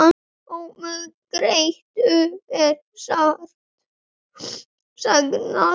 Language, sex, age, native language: Icelandic, male, 7, Icelandic